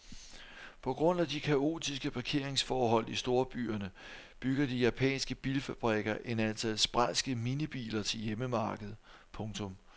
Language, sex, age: Danish, male, 43